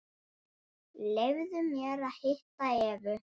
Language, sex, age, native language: Icelandic, male, 9, Icelandic